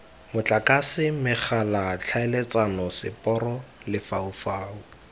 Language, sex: Tswana, male